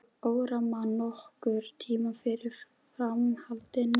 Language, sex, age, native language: Icelandic, female, 12, Icelandic